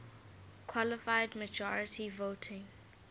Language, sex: English, female